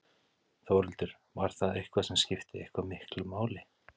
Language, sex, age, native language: Icelandic, male, 30-39, Icelandic